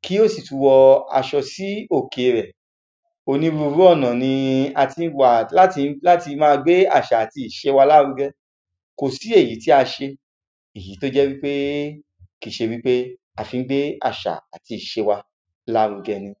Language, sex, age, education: Yoruba, male, 30-45, secondary